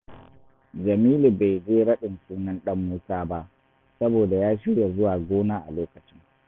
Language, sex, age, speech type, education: Hausa, male, 30-45, read, tertiary